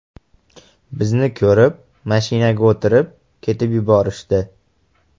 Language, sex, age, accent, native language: Uzbek, male, 18-24, Farg'ona, Uzbek